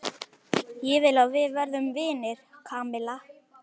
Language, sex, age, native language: Icelandic, male, 11, Icelandic